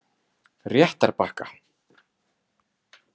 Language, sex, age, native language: Icelandic, male, 30-39, Icelandic